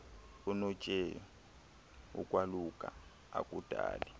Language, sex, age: Xhosa, male, 23